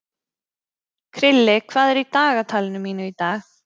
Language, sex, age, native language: Icelandic, female, 30-39, Icelandic